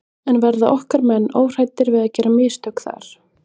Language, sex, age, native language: Icelandic, female, 20-29, Icelandic